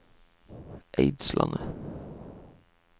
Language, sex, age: Norwegian, male, 25